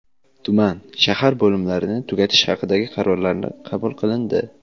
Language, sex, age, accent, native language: Uzbek, male, 18-24, Jizzax, Uzbek